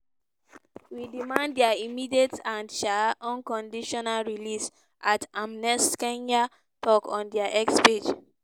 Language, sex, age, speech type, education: Nigerian Pidgin, female, 15-29, spontaneous, tertiary